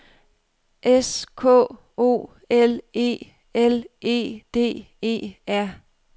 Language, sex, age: Danish, female, 32